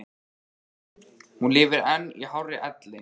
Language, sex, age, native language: Icelandic, male, 13, Icelandic